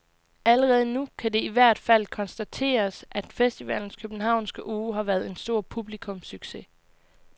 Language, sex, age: Danish, female, 20